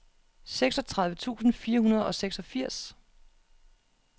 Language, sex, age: Danish, female, 36